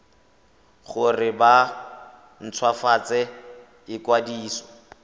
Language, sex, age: Tswana, male, 25